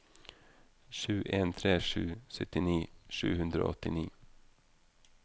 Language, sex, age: Norwegian, male, 32